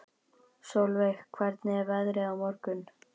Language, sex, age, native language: Icelandic, male, 11, Icelandic